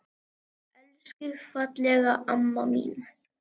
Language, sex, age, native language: Icelandic, male, 10, Icelandic